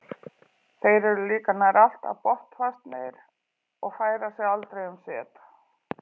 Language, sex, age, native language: Icelandic, female, 40-49, Icelandic